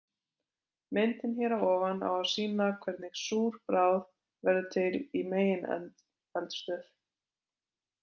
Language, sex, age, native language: Icelandic, female, 20-29, Icelandic